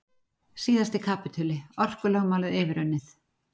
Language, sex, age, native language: Icelandic, female, 40-49, Icelandic